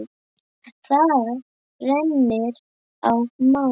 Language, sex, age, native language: Icelandic, male, 9, Icelandic